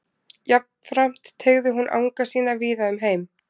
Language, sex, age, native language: Icelandic, female, 20-29, Icelandic